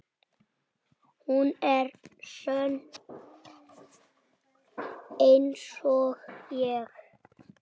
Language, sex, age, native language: Icelandic, male, 7, Icelandic